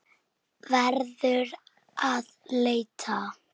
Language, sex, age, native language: Icelandic, female, 6, Icelandic